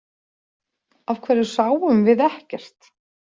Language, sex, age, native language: Icelandic, female, 40-49, Icelandic